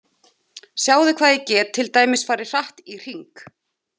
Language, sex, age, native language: Icelandic, female, 30-39, Icelandic